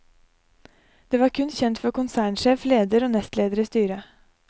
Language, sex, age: Norwegian, female, 23